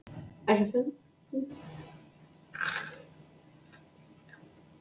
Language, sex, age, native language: Icelandic, male, 11, English